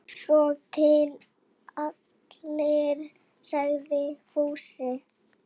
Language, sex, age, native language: Icelandic, female, 6, Icelandic